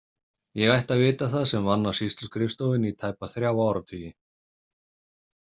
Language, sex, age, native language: Icelandic, male, 30-39, Icelandic